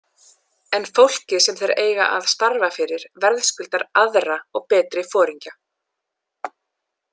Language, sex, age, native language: Icelandic, female, 30-39, English